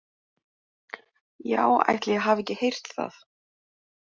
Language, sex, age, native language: Icelandic, male, 20-29, Icelandic